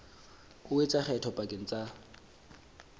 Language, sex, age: Southern Sotho, male, 24